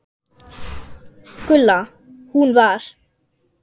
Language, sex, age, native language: Icelandic, female, 10, Icelandic